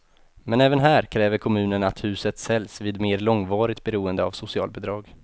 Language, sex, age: Swedish, male, 28